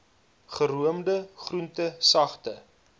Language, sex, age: Afrikaans, male, 22